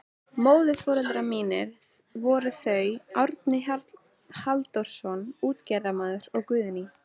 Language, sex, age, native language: Icelandic, female, 13, Icelandic